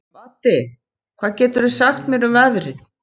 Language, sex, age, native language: Icelandic, female, 50-59, Icelandic